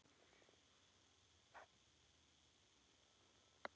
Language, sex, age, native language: Icelandic, female, 10, Icelandic